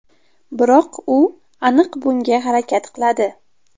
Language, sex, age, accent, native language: Uzbek, female, 12-17, Toshkent viloyati, Uzbek